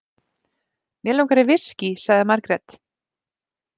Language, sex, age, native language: Icelandic, female, 30-39, Icelandic